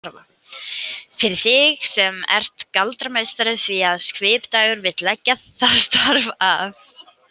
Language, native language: Icelandic, Icelandic